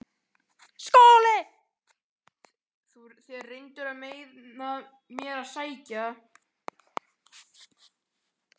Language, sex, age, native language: Icelandic, male, 11, Icelandic